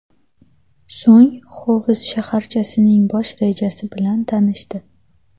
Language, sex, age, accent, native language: Uzbek, female, 18-24, Toshkent shahri, Uzbek